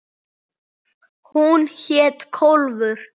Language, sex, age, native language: Icelandic, female, 8, Icelandic